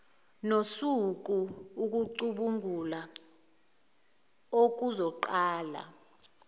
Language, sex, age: Zulu, female, 19